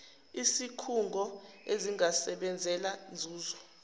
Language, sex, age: Zulu, female, 19